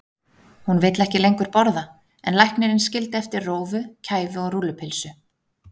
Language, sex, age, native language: Icelandic, female, 30-39, Icelandic